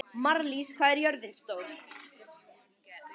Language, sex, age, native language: Icelandic, male, 18-19, Icelandic